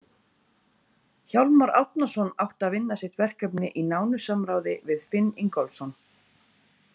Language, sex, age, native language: Icelandic, female, 30-39, Icelandic